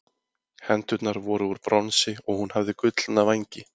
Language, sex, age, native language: Icelandic, male, 20-29, Icelandic